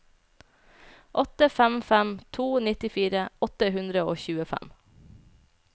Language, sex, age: Norwegian, female, 29